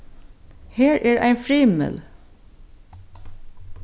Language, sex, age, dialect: Faroese, female, 61+, Suðurstreymoy